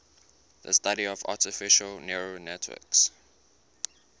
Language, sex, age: English, male, 19